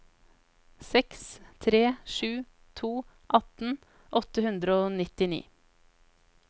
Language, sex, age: Norwegian, female, 33